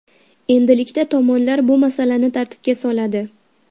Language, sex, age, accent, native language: Uzbek, female, 12-17, Farg'ona, Uzbek